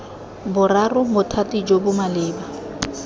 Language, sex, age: Tswana, female, 20